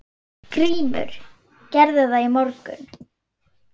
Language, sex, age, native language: Icelandic, female, 8, Swedish